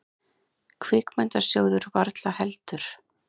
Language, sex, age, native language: Icelandic, other, 30-39, Icelandic